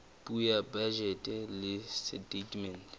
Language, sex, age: Southern Sotho, male, 20